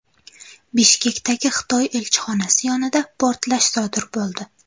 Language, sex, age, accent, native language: Uzbek, female, 18-24, Qashqadaryo, Uzbek